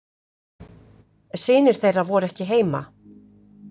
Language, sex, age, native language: Icelandic, female, 50-59, Icelandic